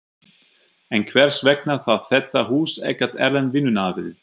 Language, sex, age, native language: Icelandic, male, 50-59, German